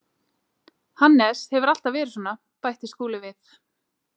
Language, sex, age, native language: Icelandic, female, 30-39, Icelandic